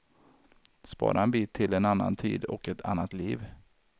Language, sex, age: Swedish, male, 33